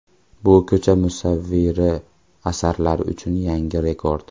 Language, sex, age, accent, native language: Uzbek, male, 18-24, Farg'ona, Uzbek